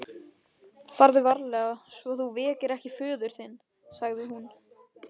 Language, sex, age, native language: Icelandic, male, 13, Icelandic